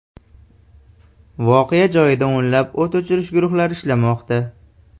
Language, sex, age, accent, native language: Uzbek, male, 18-24, Farg'ona, Uzbek